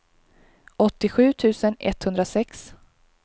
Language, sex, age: Swedish, female, 23